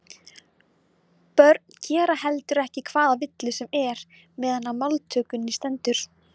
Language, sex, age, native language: Icelandic, female, 20-29, Icelandic